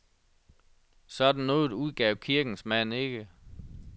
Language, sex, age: Danish, male, 37